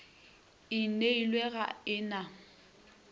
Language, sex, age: Northern Sotho, female, 21